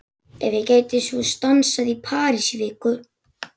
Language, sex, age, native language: Icelandic, male, 11, Icelandic